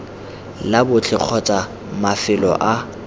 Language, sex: Tswana, male